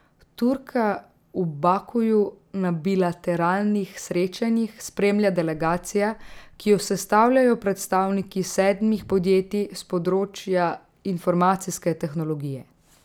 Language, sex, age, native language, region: Slovenian, female, 18-29, Slovenian, Drava region